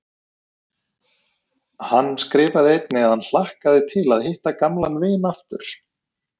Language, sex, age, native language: Icelandic, male, 30-39, Icelandic